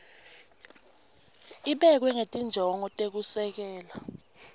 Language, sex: Swati, female